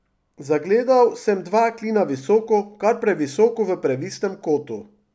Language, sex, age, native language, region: Slovenian, male, 50-59, Slovenian, Drava region